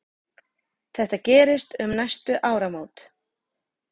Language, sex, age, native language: Icelandic, female, 40-49, Icelandic